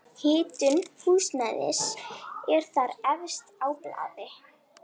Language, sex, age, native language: Icelandic, female, 11, Icelandic